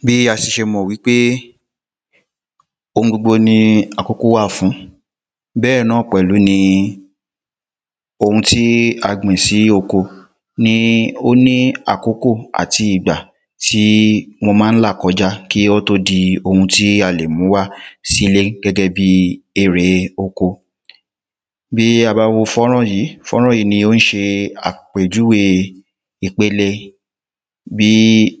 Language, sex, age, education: Yoruba, female, 30-45, tertiary